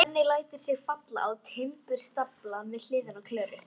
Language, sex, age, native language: Icelandic, female, 12, Icelandic